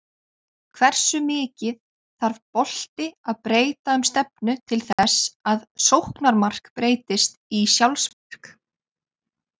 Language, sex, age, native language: Icelandic, female, 20-29, Icelandic